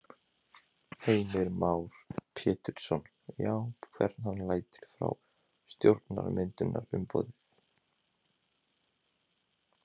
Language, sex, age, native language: Icelandic, male, 20-29, Icelandic